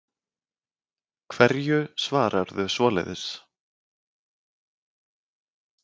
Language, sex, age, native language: Icelandic, male, 40-49, Icelandic